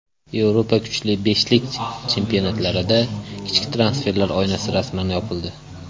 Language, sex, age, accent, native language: Uzbek, male, 18-24, Andijon, Uzbek